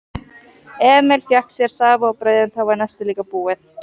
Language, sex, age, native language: Icelandic, female, 18-19, Icelandic